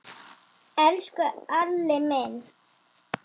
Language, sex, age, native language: Icelandic, female, 8, Icelandic